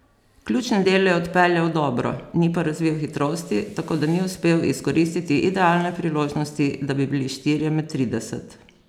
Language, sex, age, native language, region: Slovenian, female, 50-59, Slovenian, Posavska region